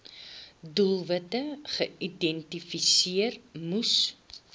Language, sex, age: Afrikaans, female, 21